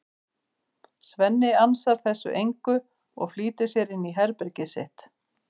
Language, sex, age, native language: Icelandic, female, 50-59, Icelandic